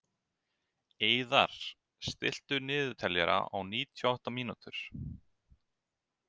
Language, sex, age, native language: Icelandic, male, 30-39, Icelandic